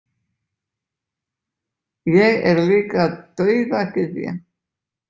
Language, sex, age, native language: Icelandic, male, 20-29, Icelandic